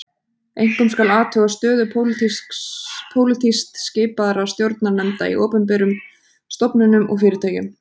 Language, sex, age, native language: Icelandic, female, 30-39, Icelandic